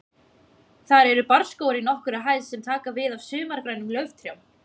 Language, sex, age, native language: Icelandic, female, 20-29, Icelandic